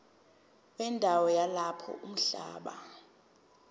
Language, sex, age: Zulu, female, 22